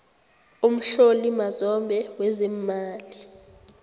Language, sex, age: South Ndebele, female, 18